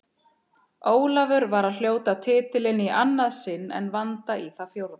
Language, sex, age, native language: Icelandic, female, 30-39, Icelandic